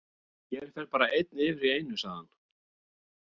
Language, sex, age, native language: Icelandic, male, 40-49, Icelandic